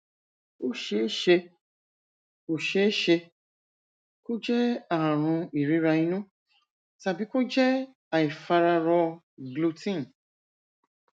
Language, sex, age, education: Yoruba, female, 46-60, tertiary